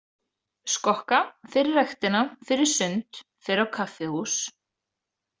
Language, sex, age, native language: Icelandic, female, 30-39, Icelandic